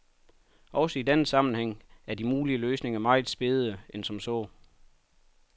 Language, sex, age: Danish, male, 31